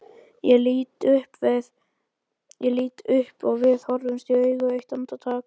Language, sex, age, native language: Icelandic, male, 11, Icelandic